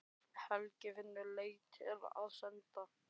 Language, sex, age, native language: Icelandic, male, 12, Icelandic